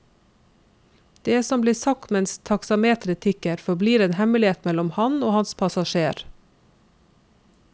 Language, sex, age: Norwegian, female, 46